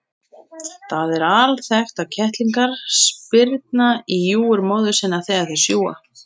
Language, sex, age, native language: Icelandic, female, 30-39, Icelandic